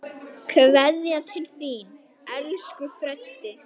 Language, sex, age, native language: Icelandic, male, 9, Icelandic